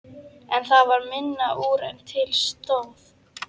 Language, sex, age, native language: Icelandic, female, 11, Icelandic